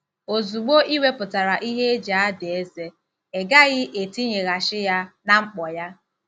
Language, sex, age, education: Igbo, female, 15-29, tertiary